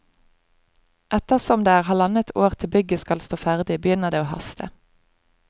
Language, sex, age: Norwegian, female, 25